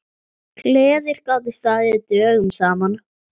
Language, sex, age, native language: Icelandic, male, 9, Icelandic